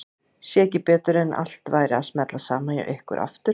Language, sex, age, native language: Icelandic, female, 40-49, Icelandic